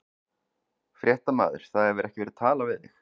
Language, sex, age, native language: Icelandic, male, 40-49, Icelandic